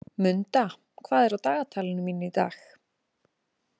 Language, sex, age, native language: Icelandic, female, 30-39, Icelandic